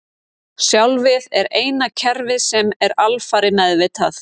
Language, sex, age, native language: Icelandic, female, 30-39, Icelandic